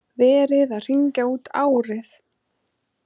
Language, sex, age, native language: Icelandic, female, 30-39, Icelandic